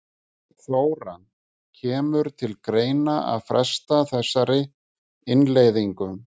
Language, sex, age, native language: Icelandic, male, 50-59, Icelandic